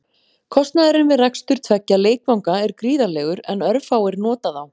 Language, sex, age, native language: Icelandic, female, 40-49, Icelandic